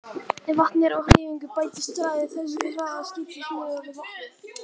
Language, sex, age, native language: Icelandic, male, 18-19, Icelandic